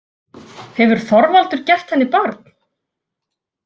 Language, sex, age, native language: Icelandic, female, 40-49, Icelandic